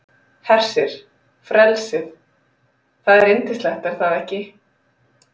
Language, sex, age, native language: Icelandic, female, 30-39, Icelandic